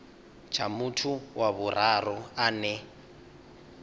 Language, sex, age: Venda, male, 19